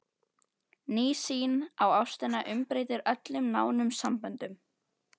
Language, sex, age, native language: Icelandic, female, 12, Icelandic